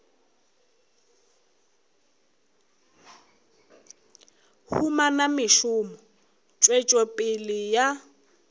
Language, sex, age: Northern Sotho, female, 21